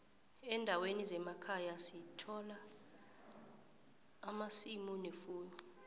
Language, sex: South Ndebele, female